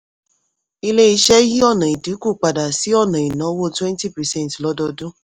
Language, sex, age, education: Yoruba, female, 15-29, tertiary